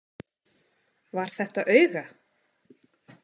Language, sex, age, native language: Icelandic, female, 20-29, Icelandic